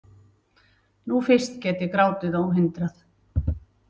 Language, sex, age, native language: Icelandic, female, 60-69, Icelandic